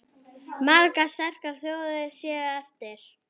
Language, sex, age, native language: Icelandic, female, 9, Icelandic